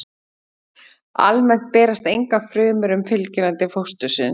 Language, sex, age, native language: Icelandic, female, 30-39, Icelandic